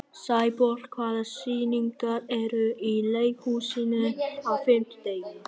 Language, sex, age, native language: Icelandic, male, 11, Vietnamese